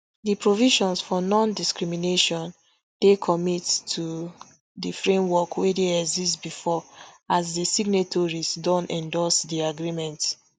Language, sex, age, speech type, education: Nigerian Pidgin, female, 30-45, spontaneous, tertiary